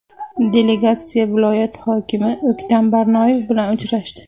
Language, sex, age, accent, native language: Uzbek, female, 25-34, Andijon, Uzbek